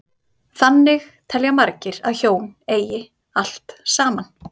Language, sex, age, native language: Icelandic, female, 30-39, Icelandic